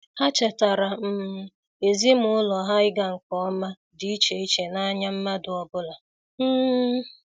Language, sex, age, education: Igbo, female, 30-45, secondary